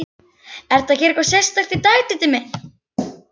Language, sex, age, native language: Icelandic, female, 11, Icelandic